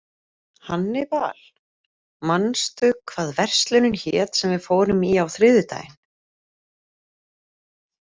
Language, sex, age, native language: Icelandic, female, 30-39, Icelandic